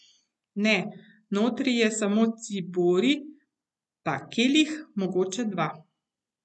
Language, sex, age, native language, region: Slovenian, female, 50-59, Slovenian, Central Slovenia